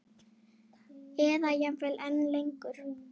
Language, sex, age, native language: Icelandic, female, 8, Icelandic